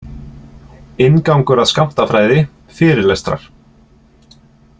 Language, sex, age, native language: Icelandic, male, 30-39, Icelandic